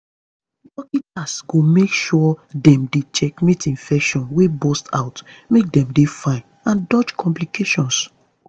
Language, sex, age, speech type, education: Nigerian Pidgin, female, 15-29, spontaneous, tertiary